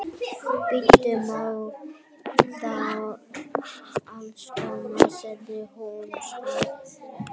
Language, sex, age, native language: Icelandic, female, 40-49, Icelandic